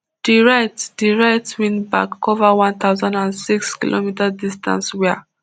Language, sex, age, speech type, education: Nigerian Pidgin, female, 15-29, spontaneous, tertiary